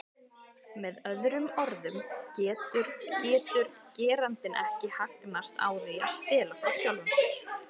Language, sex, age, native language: Icelandic, female, 30-39, Icelandic